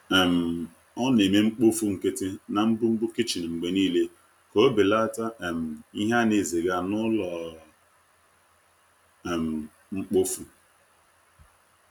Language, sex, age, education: Igbo, male, 30-45, tertiary